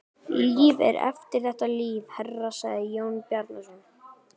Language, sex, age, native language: Icelandic, male, 12, Icelandic